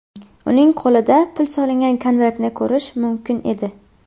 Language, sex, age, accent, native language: Uzbek, female, under 19, Qashqadaryo, Uzbek